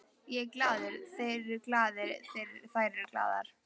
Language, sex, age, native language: Icelandic, female, 12, Icelandic